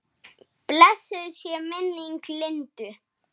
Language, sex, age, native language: Icelandic, male, 8, Icelandic